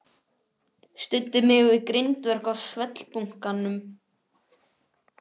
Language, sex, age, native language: Icelandic, male, 11, Icelandic